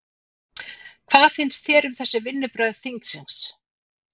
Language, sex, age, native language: Icelandic, female, 50-59, Icelandic